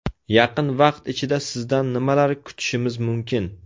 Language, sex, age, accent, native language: Uzbek, male, 18-24, Navoiy, Uzbek